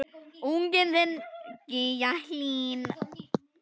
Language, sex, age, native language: Icelandic, male, 10, Icelandic